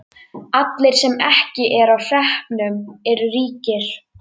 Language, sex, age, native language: Icelandic, female, 11, Icelandic